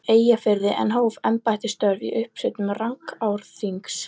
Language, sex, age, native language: Icelandic, female, 11, Icelandic